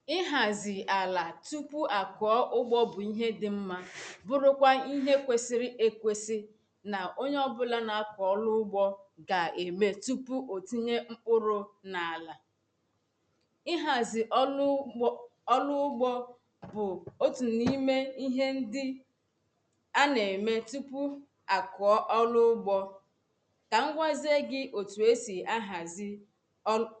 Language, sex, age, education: Igbo, female, 30-45, tertiary